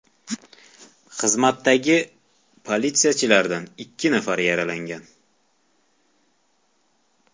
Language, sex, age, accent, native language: Uzbek, male, 18-24, Toshkent viloyati, Uzbek